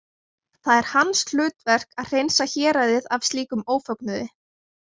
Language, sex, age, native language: Icelandic, female, 20-29, Icelandic